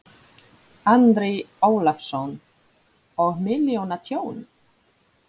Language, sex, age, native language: Icelandic, female, 30-39, Polish